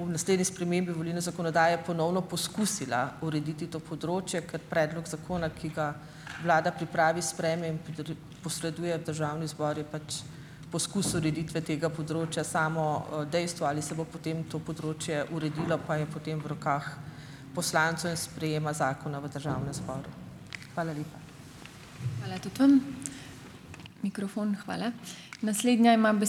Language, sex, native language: Slovenian, female, Slovenian